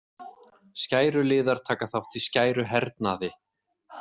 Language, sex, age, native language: Icelandic, male, 30-39, Icelandic